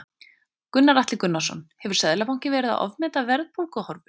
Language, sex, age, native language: Icelandic, female, 20-29, Icelandic